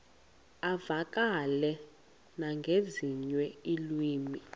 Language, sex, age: Xhosa, female, 20